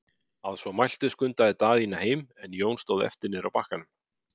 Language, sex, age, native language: Icelandic, male, 50-59, Icelandic